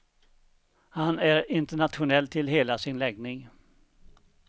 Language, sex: Swedish, male